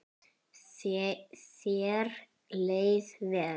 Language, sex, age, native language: Icelandic, male, 10, Icelandic